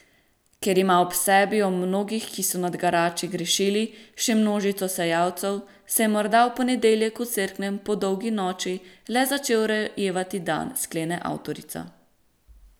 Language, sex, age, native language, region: Slovenian, female, 18-29, Slovenian, Central Slovenia